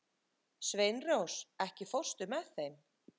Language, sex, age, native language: Icelandic, female, 30-39, Icelandic